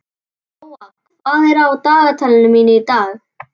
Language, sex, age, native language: Icelandic, male, 11, Icelandic